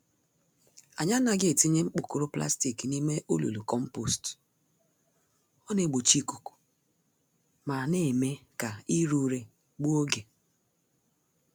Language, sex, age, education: Igbo, female, 30-45, tertiary